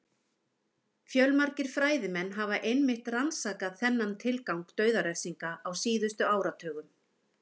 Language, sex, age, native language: Icelandic, female, 50-59, Icelandic